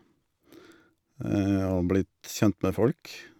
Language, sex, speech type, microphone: Norwegian, male, spontaneous, Shure